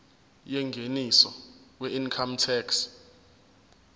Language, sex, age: Zulu, male, 24